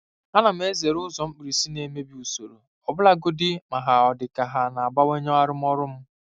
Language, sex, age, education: Igbo, male, 15-29, secondary